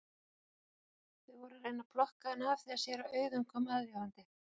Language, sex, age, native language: Icelandic, female, 40-49, Icelandic